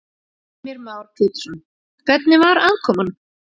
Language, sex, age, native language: Icelandic, female, 30-39, Icelandic